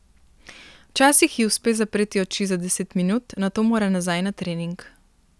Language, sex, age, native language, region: Slovenian, female, 18-29, Slovenian, Primorsko-notranjska region